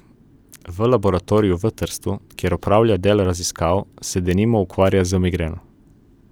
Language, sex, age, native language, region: Slovenian, male, 18-29, Slovenian, Coastal Karst region